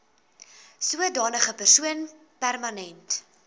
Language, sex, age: Afrikaans, female, 22